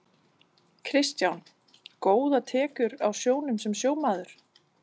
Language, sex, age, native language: Icelandic, female, 40-49, Danish